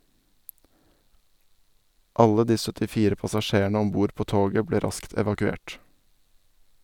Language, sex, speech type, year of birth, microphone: Norwegian, male, read, 1990, Sennheiser